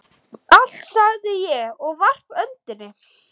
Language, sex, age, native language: Icelandic, male, 11, Icelandic